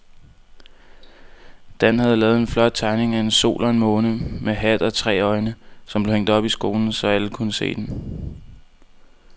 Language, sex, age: Danish, male, 19